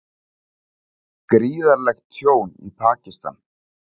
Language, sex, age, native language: Icelandic, male, 40-49, Icelandic